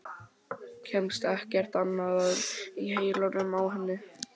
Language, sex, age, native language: Icelandic, male, 12, Icelandic